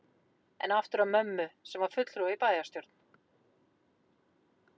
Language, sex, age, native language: Icelandic, female, 40-49, Icelandic